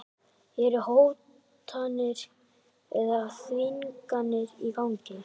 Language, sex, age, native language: Icelandic, other, 11, Icelandic